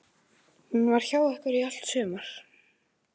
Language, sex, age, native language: Icelandic, male, 11, Icelandic